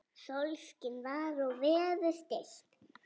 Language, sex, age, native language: Icelandic, female, 10, Icelandic